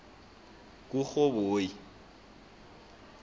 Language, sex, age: South Ndebele, male, 20